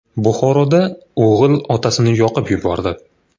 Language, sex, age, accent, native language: Uzbek, male, 25-34, Farg'ona, Uzbek